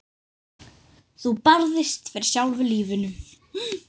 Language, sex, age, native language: Icelandic, other, 10, Icelandic